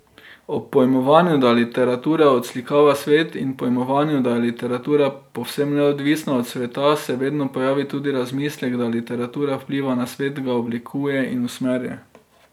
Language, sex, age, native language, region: Slovenian, male, 30-49, Slovenian, Drava region